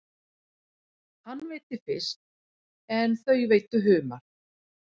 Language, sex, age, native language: Icelandic, female, 40-49, Icelandic